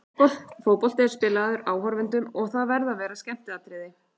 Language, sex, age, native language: Icelandic, female, 30-39, Icelandic